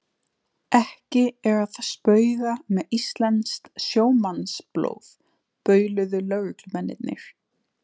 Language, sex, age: Icelandic, female, 20-29